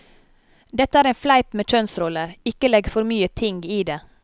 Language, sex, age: Norwegian, female, 30